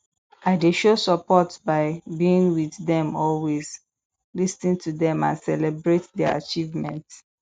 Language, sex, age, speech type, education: Nigerian Pidgin, female, 15-29, spontaneous, tertiary